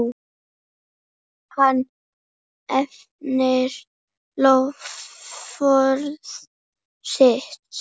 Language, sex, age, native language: Icelandic, male, 8, Icelandic